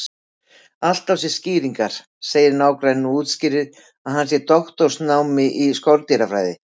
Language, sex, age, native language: Icelandic, female, 60-69, Icelandic